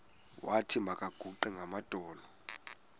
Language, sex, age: Xhosa, male, 18